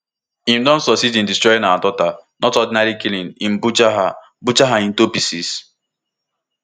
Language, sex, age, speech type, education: Nigerian Pidgin, male, 15-29, spontaneous, tertiary